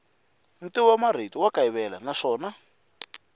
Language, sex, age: Tsonga, male, 22